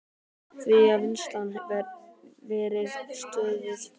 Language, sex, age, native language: Icelandic, male, 18-19, Icelandic